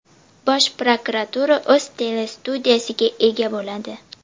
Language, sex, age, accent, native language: Uzbek, female, 12-17, Andijon, Uzbek